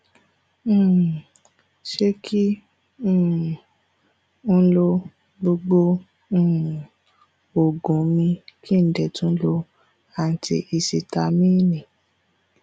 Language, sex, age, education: Yoruba, female, 15-29, tertiary